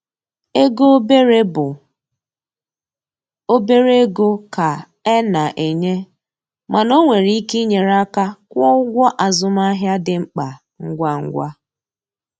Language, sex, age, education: Igbo, female, 30-45, tertiary